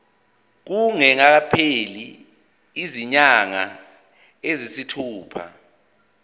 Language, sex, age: Zulu, male, 24